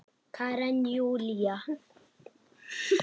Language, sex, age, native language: Icelandic, male, 8, Icelandic